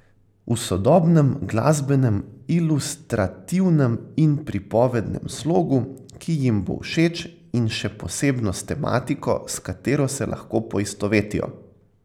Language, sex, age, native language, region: Slovenian, male, 18-29, Slovenian, Central Slovenia